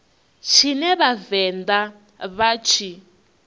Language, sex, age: Venda, female, 21